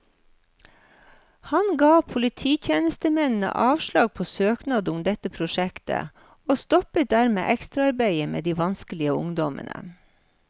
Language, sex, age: Norwegian, female, 53